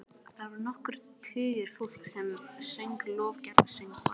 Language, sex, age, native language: Icelandic, female, 12, Icelandic